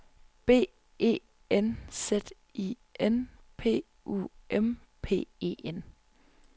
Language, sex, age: Danish, female, 25